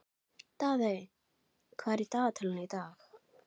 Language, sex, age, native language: Icelandic, female, 11, Icelandic